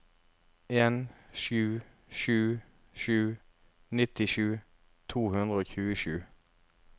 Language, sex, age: Norwegian, male, 33